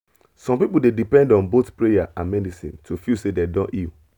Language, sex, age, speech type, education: Nigerian Pidgin, male, 30-45, spontaneous, tertiary